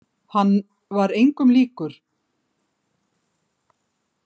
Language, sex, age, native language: Icelandic, female, 50-59, Icelandic